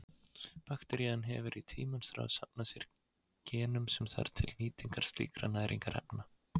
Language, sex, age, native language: Icelandic, male, 20-29, Icelandic